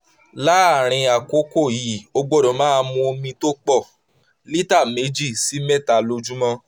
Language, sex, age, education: Yoruba, male, 15-29, tertiary